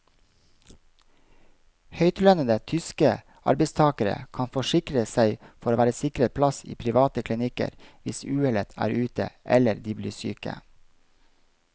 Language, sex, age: Norwegian, male, 32